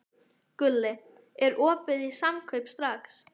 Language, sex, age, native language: Icelandic, female, 11, Icelandic